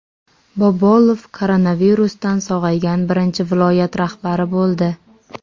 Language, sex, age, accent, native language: Uzbek, female, 18-24, Jizzax, Uzbek